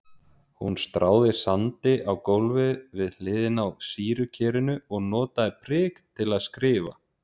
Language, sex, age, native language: Icelandic, male, 30-39, Icelandic